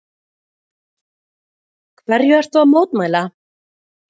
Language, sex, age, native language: Icelandic, female, 40-49, Icelandic